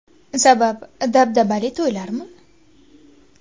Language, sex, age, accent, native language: Uzbek, female, 19-29, Qashqadaryo, Uzbek